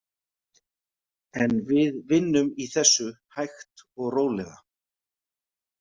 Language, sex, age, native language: Icelandic, male, 50-59, Icelandic